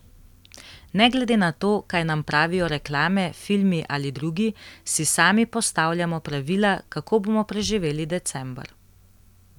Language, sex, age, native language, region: Slovenian, female, 18-29, Slovenian, Central Slovenia